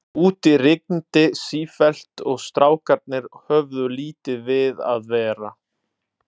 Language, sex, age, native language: Icelandic, male, 30-39, Italian